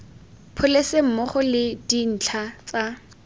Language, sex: Tswana, female